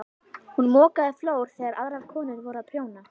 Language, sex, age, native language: Icelandic, female, 11, Icelandic